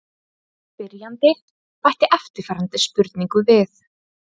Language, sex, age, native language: Icelandic, female, 30-39, Icelandic